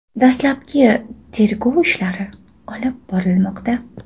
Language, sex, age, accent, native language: Uzbek, female, 12-17, Toshkent shahri, Uzbek